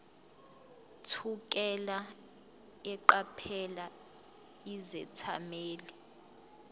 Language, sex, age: Zulu, female, 22